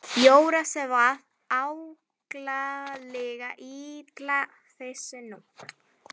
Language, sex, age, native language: Icelandic, female, 11, Spanish